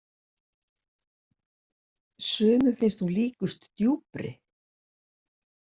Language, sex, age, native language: Icelandic, female, 60-69, Icelandic